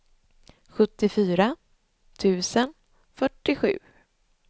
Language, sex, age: Swedish, female, 26